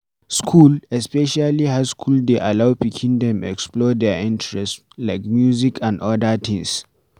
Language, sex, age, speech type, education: Nigerian Pidgin, male, 15-29, read, tertiary